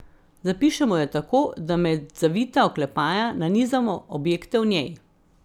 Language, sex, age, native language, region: Slovenian, female, 50-59, Slovenian, Central Slovenia